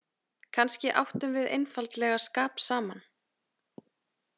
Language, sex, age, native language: Icelandic, female, 30-39, Icelandic